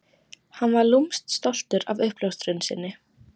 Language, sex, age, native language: Icelandic, female, 18-19, Icelandic